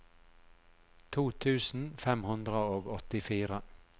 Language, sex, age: Norwegian, male, 42